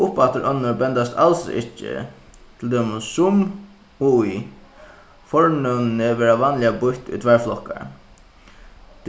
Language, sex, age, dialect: Faroese, male, 15-35, Suðuroy